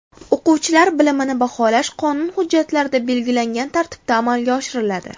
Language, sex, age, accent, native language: Uzbek, female, 19-29, Farg'ona, Uzbek